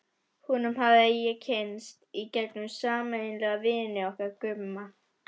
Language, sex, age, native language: Icelandic, female, 11, Icelandic